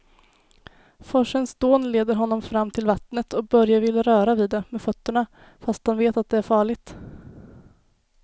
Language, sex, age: Swedish, female, 19